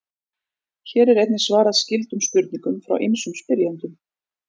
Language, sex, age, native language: Icelandic, female, 40-49, Icelandic